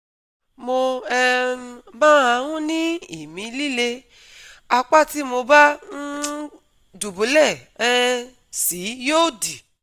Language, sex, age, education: Yoruba, female, 30-45, tertiary